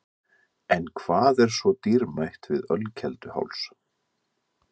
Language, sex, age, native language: Icelandic, male, 50-59, Icelandic